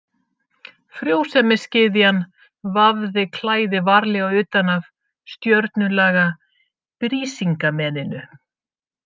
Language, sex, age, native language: Icelandic, female, 50-59, Icelandic